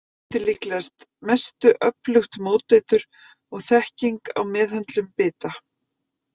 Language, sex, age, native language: Icelandic, female, 50-59, Icelandic